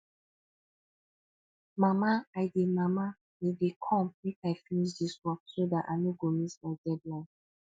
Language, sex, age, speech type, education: Nigerian Pidgin, female, 15-29, spontaneous, tertiary